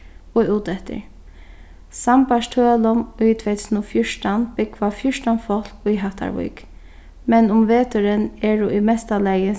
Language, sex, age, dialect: Faroese, female, 15-35, Sandoy